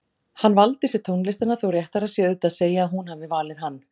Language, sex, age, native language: Icelandic, female, 40-49, Icelandic